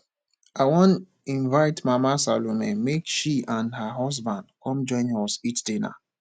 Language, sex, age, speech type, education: Nigerian Pidgin, male, 15-29, spontaneous, tertiary